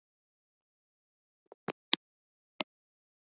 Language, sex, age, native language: Icelandic, male, 10, Icelandic